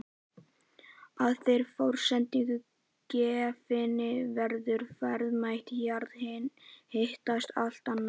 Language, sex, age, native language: Icelandic, male, 11, Icelandic